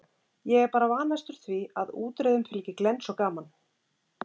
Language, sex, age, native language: Icelandic, female, 30-39, Icelandic